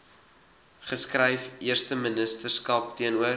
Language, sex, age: Afrikaans, male, 19